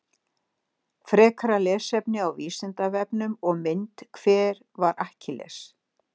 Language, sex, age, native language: Icelandic, female, 60-69, Icelandic